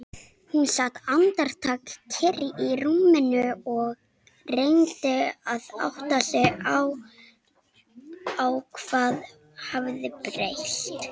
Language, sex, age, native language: Icelandic, female, 18-19, Icelandic